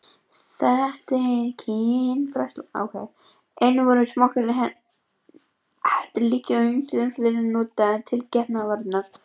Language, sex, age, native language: Icelandic, female, 18-19, Icelandic